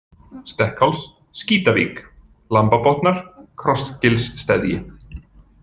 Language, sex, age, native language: Icelandic, male, 40-49, Icelandic